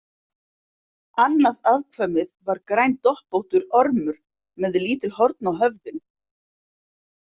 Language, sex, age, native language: Icelandic, female, 50-59, Icelandic